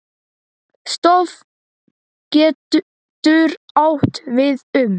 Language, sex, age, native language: Icelandic, male, 10, Icelandic